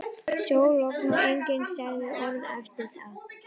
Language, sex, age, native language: Icelandic, female, 11, Icelandic